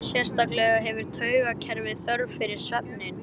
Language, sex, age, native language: Icelandic, male, 11, Icelandic